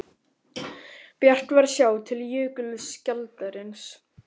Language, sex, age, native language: Icelandic, male, 18-19, Romanian